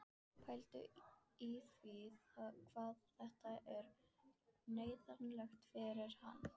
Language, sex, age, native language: Icelandic, female, 14, Icelandic